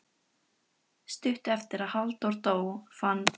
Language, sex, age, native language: Icelandic, female, 13, Icelandic